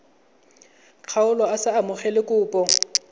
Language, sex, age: Tswana, male, 20